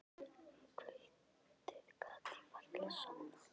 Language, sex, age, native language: Icelandic, female, 11, Icelandic